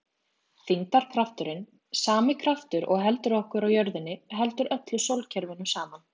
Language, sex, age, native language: Icelandic, female, 20-29, Icelandic